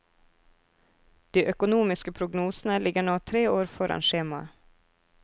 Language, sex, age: Norwegian, female, 24